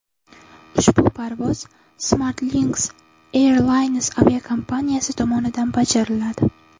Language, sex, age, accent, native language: Uzbek, female, 12-17, Navoiy, Uzbek